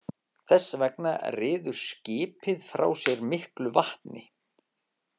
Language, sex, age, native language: Icelandic, male, 50-59, Icelandic